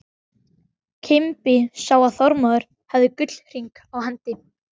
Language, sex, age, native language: Icelandic, male, 12, Icelandic